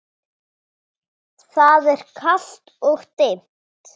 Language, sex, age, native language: Icelandic, female, 10, Icelandic